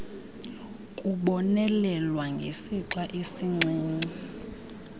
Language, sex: Xhosa, female